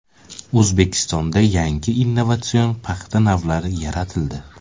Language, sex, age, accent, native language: Uzbek, male, 18-24, Samarqand, Uzbek